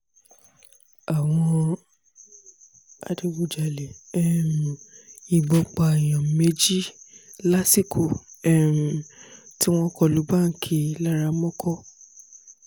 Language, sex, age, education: Yoruba, female, 15-29, tertiary